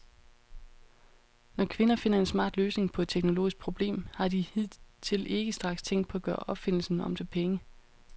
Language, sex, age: Danish, female, 31